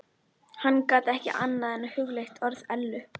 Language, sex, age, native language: Icelandic, female, 11, Icelandic